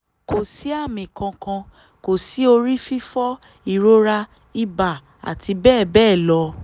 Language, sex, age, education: Yoruba, female, 15-29, tertiary